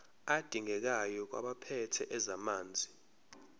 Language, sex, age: Zulu, male, 23